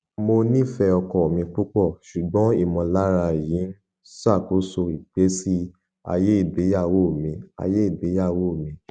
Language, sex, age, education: Yoruba, male, 15-29, tertiary